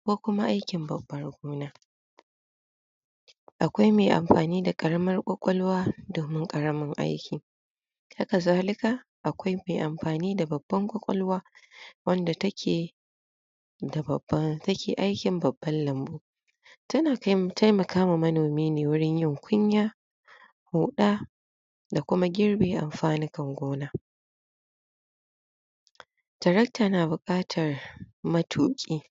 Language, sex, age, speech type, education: Hausa, female, 46-60, spontaneous, tertiary